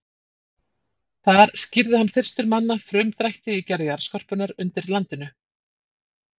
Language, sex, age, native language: Icelandic, female, 40-49, Icelandic